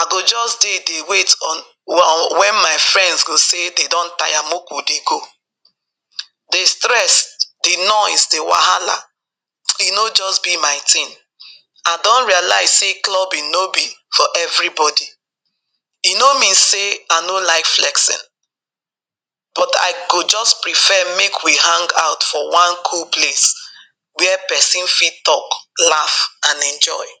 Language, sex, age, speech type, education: Nigerian Pidgin, female, 46-60, spontaneous, tertiary